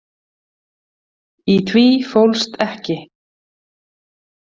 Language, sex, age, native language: Icelandic, female, 50-59, Icelandic